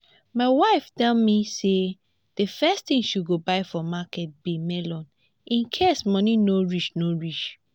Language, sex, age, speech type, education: Nigerian Pidgin, female, 15-29, spontaneous, tertiary